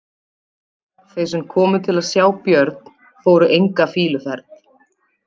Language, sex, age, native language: Icelandic, female, 20-29, Icelandic